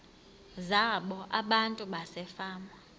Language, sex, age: Xhosa, female, 26